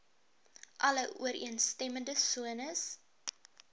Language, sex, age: Afrikaans, female, 23